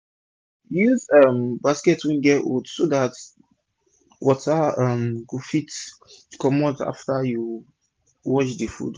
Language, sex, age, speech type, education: Nigerian Pidgin, male, 15-29, spontaneous, tertiary